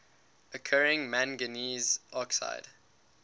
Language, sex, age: English, male, 19